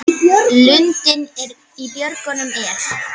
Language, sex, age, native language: Icelandic, female, 10, Icelandic